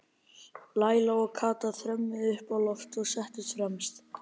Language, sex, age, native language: Icelandic, male, 12, Icelandic